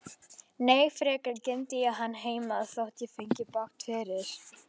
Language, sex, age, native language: Icelandic, female, 50-59, Icelandic